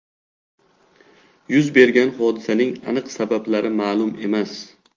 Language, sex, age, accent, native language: Uzbek, male, 18-24, Xorazm, Uzbek